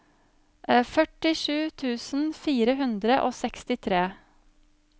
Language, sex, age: Norwegian, female, 35